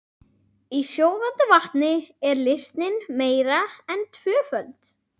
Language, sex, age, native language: Icelandic, female, 40-49, Icelandic